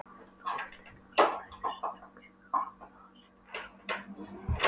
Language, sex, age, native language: Icelandic, female, 12, Polish